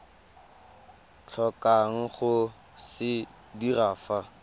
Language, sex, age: Tswana, male, 19